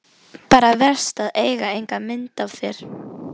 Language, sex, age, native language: Icelandic, female, 12, Icelandic